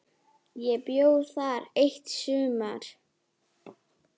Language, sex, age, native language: Icelandic, female, 7, Icelandic